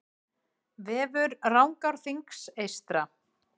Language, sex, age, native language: Icelandic, female, 40-49, Icelandic